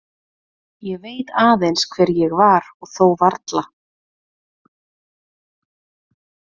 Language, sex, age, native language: Icelandic, female, 30-39, Icelandic